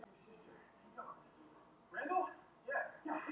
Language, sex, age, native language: Icelandic, female, 20-29, Icelandic